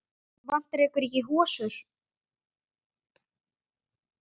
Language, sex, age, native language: Icelandic, male, 9, Icelandic